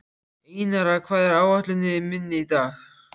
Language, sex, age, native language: Icelandic, male, 14, Icelandic